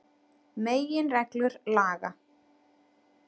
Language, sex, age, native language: Icelandic, female, 30-39, Icelandic